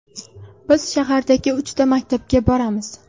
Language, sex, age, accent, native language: Uzbek, female, under 19, Toshkent viloyati, Uzbek